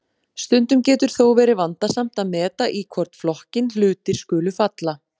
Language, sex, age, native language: Icelandic, female, 40-49, Icelandic